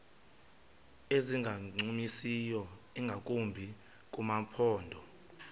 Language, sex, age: Xhosa, male, 22